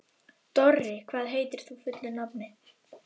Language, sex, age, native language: Icelandic, female, 11, Icelandic